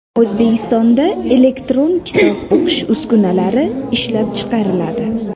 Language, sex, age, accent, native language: Uzbek, female, under 19, Sirdaryo, Uzbek